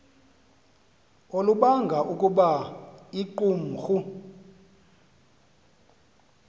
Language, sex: Xhosa, male